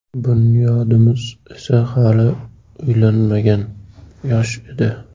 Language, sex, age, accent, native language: Uzbek, male, 25-34, Surxondaryo, Uzbek